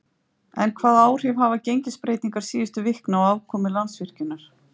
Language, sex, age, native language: Icelandic, female, 50-59, Icelandic